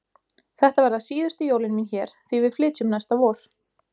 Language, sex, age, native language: Icelandic, female, 20-29, Icelandic